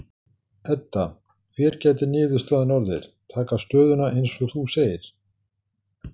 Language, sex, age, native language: Icelandic, male, 60-69, Icelandic